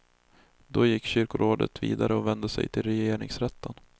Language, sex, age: Swedish, male, 20